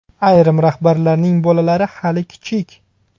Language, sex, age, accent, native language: Uzbek, male, 30-39, Buxoro, Uzbek